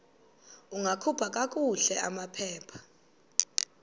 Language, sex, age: Xhosa, female, 22